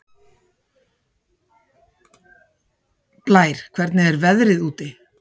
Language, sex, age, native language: Icelandic, female, 50-59, Icelandic